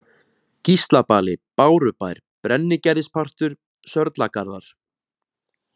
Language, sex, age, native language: Icelandic, male, 20-29, Icelandic